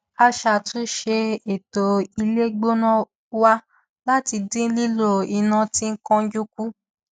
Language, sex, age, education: Yoruba, female, 15-29, tertiary